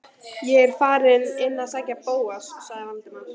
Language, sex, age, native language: Icelandic, female, 13, Icelandic